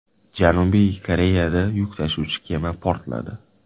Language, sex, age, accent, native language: Uzbek, male, 18-24, Toshkent shahri, Uzbek